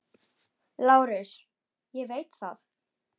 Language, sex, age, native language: Icelandic, female, 10, Icelandic